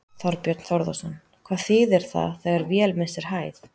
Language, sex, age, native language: Icelandic, female, 30-39, Icelandic